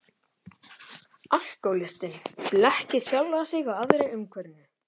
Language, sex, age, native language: Icelandic, male, 12, Icelandic